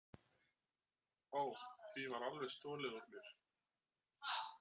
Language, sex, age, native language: Icelandic, male, 30-39, Icelandic